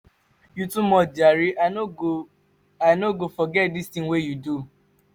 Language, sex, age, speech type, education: Nigerian Pidgin, male, 15-29, spontaneous, tertiary